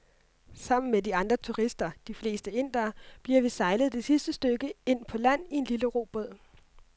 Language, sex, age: Danish, female, 26